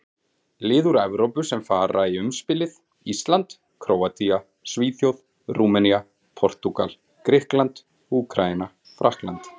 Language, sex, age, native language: Icelandic, male, 40-49, Icelandic